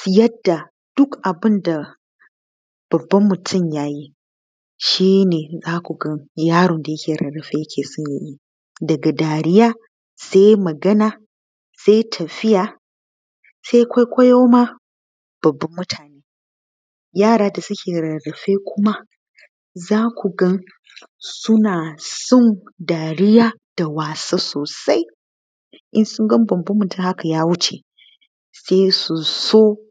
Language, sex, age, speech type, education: Hausa, female, 15-29, spontaneous, tertiary